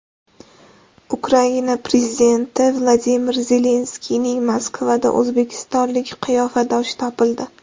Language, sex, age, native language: Uzbek, female, 18-24, Uzbek